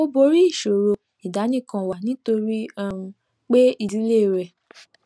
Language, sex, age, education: Yoruba, female, 15-29, tertiary